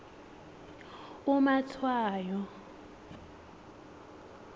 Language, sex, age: South Ndebele, female, 18